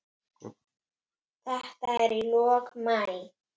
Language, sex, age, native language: Icelandic, female, 8, Icelandic